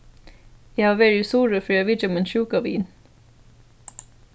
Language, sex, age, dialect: Faroese, female, 15-35, Suðurstreymoy